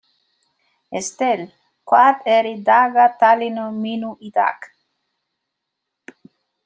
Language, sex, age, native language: Icelandic, female, 20-29, Spanish